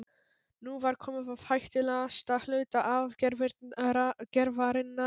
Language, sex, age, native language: Icelandic, male, 12, Polish